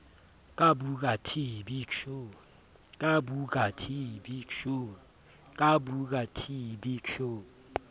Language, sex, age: Southern Sotho, male, 30